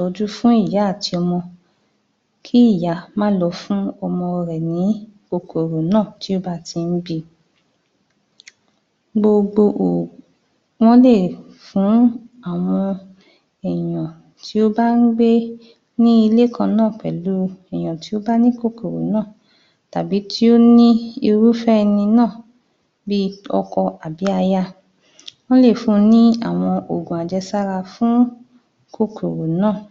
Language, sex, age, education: Yoruba, female, 30-45, tertiary